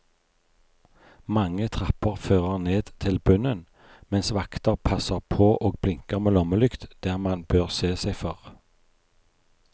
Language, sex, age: Norwegian, male, 43